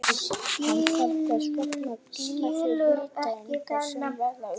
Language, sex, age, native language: Icelandic, female, 40-49, Icelandic